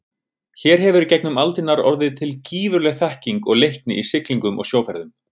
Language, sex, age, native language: Icelandic, male, 30-39, Icelandic